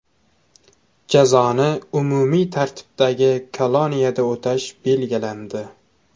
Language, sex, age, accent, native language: Uzbek, male, 18-24, Toshkent shahri, Uzbek